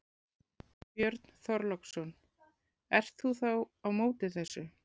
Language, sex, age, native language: Icelandic, female, 40-49, Icelandic